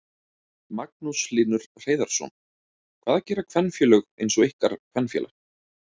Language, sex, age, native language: Icelandic, male, 30-39, Icelandic